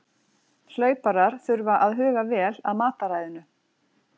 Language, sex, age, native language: Icelandic, female, 40-49, Icelandic